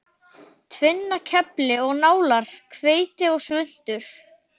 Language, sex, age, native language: Icelandic, male, 12, Icelandic